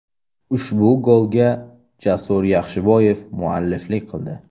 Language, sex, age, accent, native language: Uzbek, male, 18-24, Samarqand, Uzbek